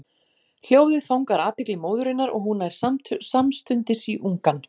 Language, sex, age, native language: Icelandic, female, 40-49, Icelandic